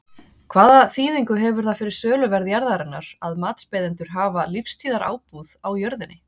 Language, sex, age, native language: Icelandic, female, 30-39, Icelandic